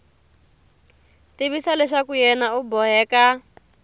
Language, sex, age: Tsonga, female, 22